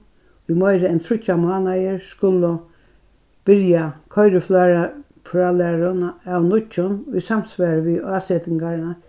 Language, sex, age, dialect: Faroese, female, 61+, Norðurstreymoy/Eysturoy